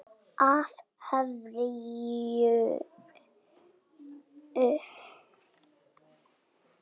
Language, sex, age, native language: Icelandic, female, 6, Icelandic